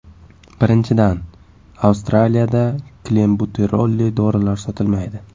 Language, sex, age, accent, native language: Uzbek, male, 18-24, Buxoro, Uzbek